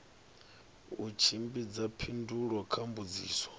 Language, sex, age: Venda, male, 39